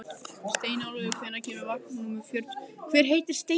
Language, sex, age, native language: Icelandic, female, 15, Icelandic